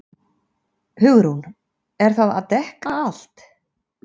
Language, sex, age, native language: Icelandic, female, 50-59, Icelandic